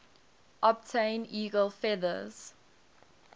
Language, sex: English, female